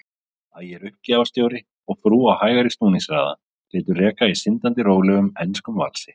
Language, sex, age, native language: Icelandic, male, 30-39, Icelandic